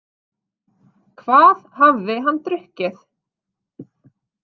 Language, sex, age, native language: Icelandic, female, 30-39, Icelandic